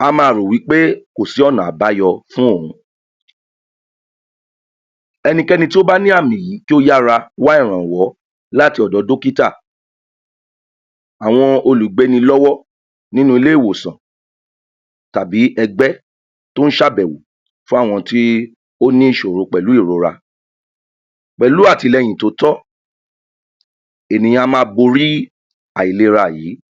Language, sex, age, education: Yoruba, male, 30-45, tertiary